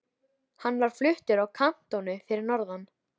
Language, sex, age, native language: Icelandic, female, 13, Icelandic